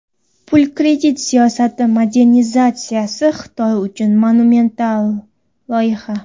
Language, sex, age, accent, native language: Uzbek, female, 19-29, Toshkent viloyati, Uzbek